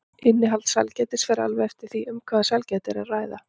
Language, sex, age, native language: Icelandic, female, 40-49, Icelandic